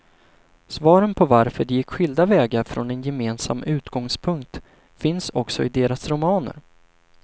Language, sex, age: Swedish, male, 25